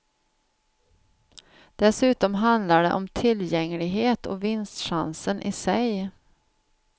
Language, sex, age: Swedish, female, 49